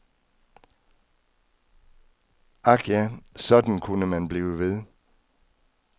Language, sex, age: Danish, male, 66